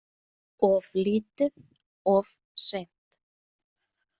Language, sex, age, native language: Icelandic, female, 30-39, Icelandic